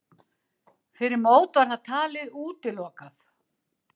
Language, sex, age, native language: Icelandic, female, 60-69, Icelandic